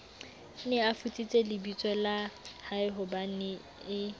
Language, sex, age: Southern Sotho, female, 18